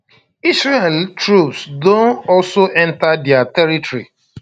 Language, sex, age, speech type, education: Nigerian Pidgin, male, 30-45, spontaneous, tertiary